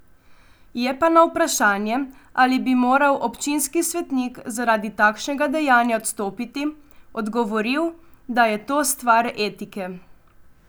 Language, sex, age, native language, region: Slovenian, female, 18-29, Slovenian, Coastal Karst region